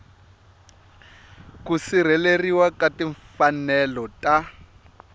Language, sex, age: Tsonga, male, 25